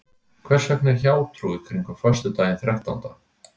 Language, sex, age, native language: Icelandic, male, 60-69, Icelandic